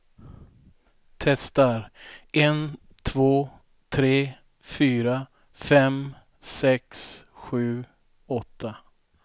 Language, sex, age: Swedish, male, 42